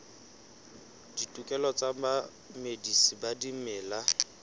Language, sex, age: Southern Sotho, male, 23